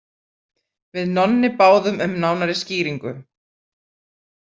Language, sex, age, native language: Icelandic, female, 40-49, Icelandic